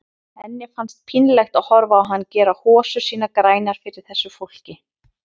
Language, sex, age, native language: Icelandic, female, 30-39, Icelandic